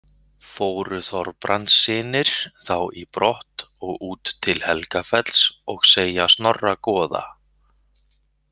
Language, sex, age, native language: Icelandic, male, 40-49, Icelandic